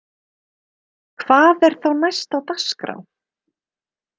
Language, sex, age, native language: Icelandic, female, 30-39, Icelandic